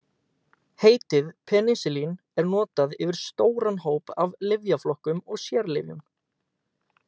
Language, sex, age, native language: Icelandic, male, 18-19, Icelandic